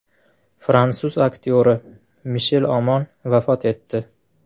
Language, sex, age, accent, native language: Uzbek, male, 18-24, Farg'ona, Uzbek